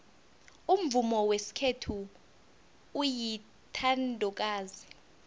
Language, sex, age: South Ndebele, female, 21